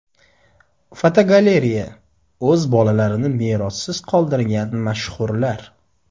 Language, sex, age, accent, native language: Uzbek, male, 25-34, Sirdaryo, Uzbek